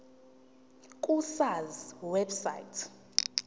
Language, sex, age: Zulu, female, 19